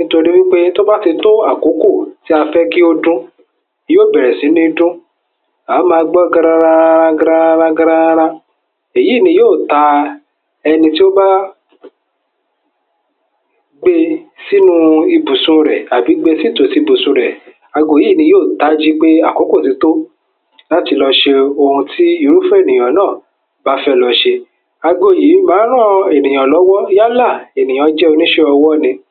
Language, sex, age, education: Yoruba, male, 15-29, tertiary